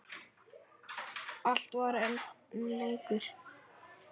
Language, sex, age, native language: Icelandic, male, 9, Icelandic